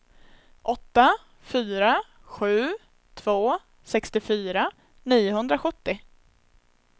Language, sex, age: Swedish, female, 21